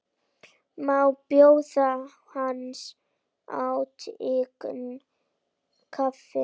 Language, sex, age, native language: Icelandic, female, 9, Icelandic